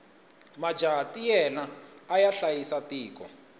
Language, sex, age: Tsonga, male, 21